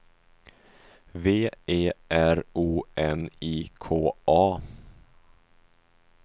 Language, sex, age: Swedish, male, 25